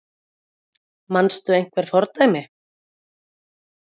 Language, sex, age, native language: Icelandic, female, 40-49, Icelandic